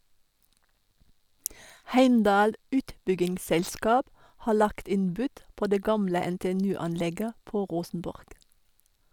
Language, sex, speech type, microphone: Norwegian, female, read, Sennheiser